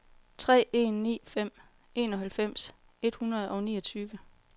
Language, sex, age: Danish, female, 40